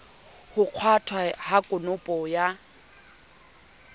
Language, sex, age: Southern Sotho, female, 27